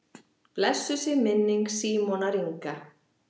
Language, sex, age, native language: Icelandic, male, 8, Icelandic